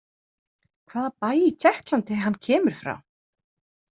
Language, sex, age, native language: Icelandic, female, 30-39, Icelandic